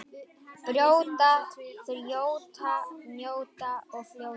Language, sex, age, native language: Icelandic, male, 10, Icelandic